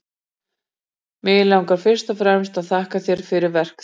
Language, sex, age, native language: Icelandic, female, 40-49, Icelandic